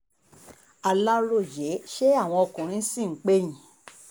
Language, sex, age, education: Yoruba, female, 30-45, tertiary